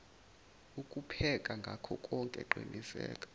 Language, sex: Zulu, male